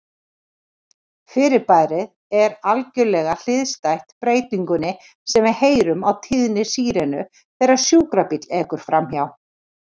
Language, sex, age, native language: Icelandic, female, 40-49, Icelandic